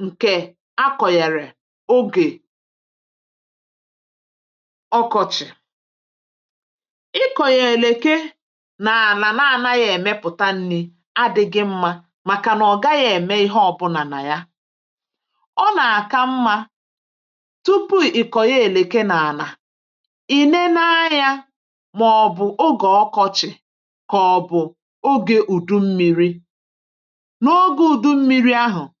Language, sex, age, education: Igbo, female, 46-60, tertiary